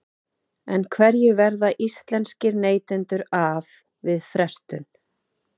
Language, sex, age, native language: Icelandic, female, 30-39, Icelandic